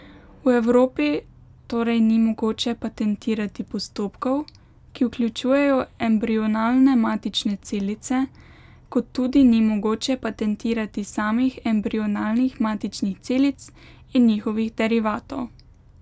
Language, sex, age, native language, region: Slovenian, female, 18-29, Slovenian, Pomurje region